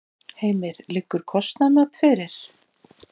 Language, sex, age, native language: Icelandic, female, 40-49, Icelandic